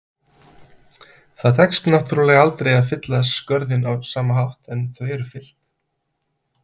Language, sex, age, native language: Icelandic, male, 30-39, Icelandic